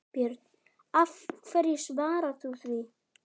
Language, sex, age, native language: Icelandic, female, 9, Icelandic